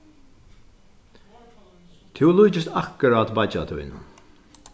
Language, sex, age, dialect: Faroese, male, 61+, Sandoy